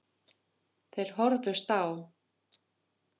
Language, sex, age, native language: Icelandic, female, 50-59, Icelandic